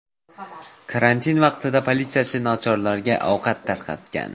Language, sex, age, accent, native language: Uzbek, male, 18-24, Xorazm, Uzbek